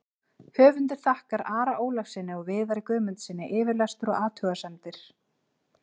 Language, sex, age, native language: Icelandic, female, 20-29, Icelandic